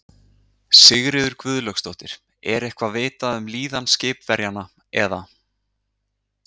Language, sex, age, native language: Icelandic, male, 30-39, Icelandic